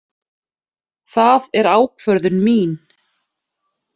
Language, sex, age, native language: Icelandic, female, 30-39, Icelandic